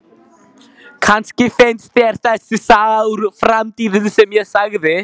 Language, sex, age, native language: Icelandic, male, 12, Icelandic